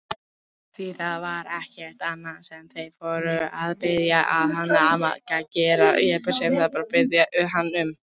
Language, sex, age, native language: Icelandic, female, 18-19, Icelandic